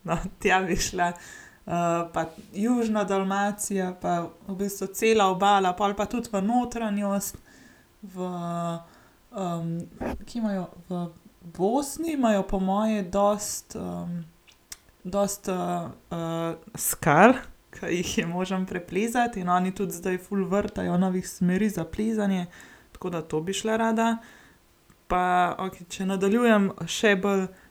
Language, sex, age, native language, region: Slovenian, female, 18-29, Slovenian, Gorenjska region